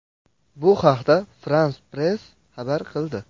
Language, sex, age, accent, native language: Uzbek, male, under 19, Andijon, Uzbek